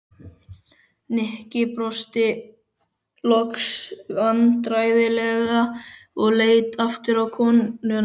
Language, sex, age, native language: Icelandic, male, 12, Icelandic